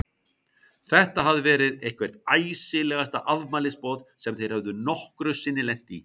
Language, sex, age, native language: Icelandic, male, 50-59, Icelandic